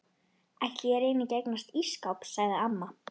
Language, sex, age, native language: Icelandic, female, 12, Icelandic